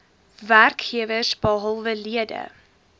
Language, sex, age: Afrikaans, female, 18